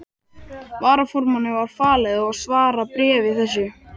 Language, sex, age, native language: Icelandic, male, 12, Icelandic